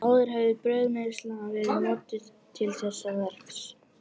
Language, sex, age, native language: Icelandic, male, 18-19, Icelandic